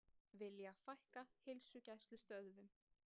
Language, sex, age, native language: Icelandic, female, 30-39, Icelandic